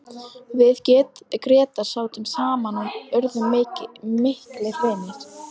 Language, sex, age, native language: Icelandic, female, 12, Icelandic